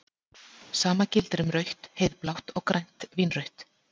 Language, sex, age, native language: Icelandic, female, 40-49, Icelandic